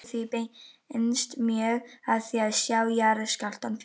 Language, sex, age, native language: Icelandic, female, 18-19, Icelandic